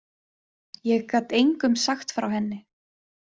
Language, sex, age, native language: Icelandic, female, 20-29, Icelandic